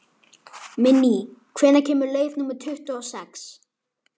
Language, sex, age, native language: Icelandic, female, 11, Icelandic